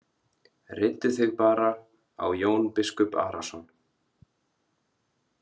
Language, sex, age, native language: Icelandic, male, 30-39, Icelandic